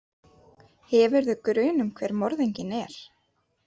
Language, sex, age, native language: Icelandic, female, 30-39, Icelandic